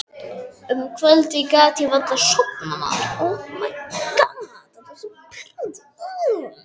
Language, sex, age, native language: Icelandic, male, 12, Icelandic